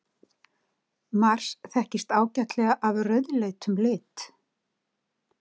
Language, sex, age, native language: Icelandic, female, 60-69, Icelandic